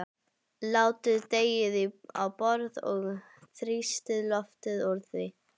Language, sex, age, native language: Icelandic, female, 11, Icelandic